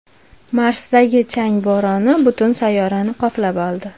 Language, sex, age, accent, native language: Uzbek, female, 25-34, Toshkent viloyati, Uzbek